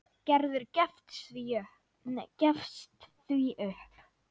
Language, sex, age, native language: Icelandic, female, 9, Icelandic